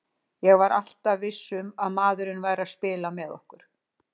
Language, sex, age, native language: Icelandic, female, 60-69, Icelandic